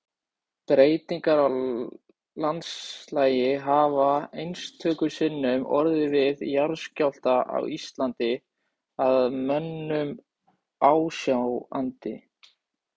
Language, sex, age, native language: Icelandic, male, 18-19, Icelandic